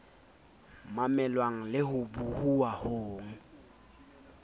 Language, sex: Southern Sotho, male